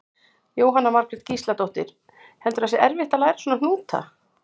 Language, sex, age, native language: Icelandic, female, 60-69, Icelandic